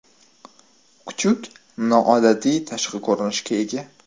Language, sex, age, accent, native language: Uzbek, male, 18-24, Toshkent shahri, Uzbek